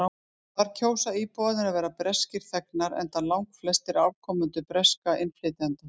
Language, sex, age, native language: Icelandic, female, 50-59, Icelandic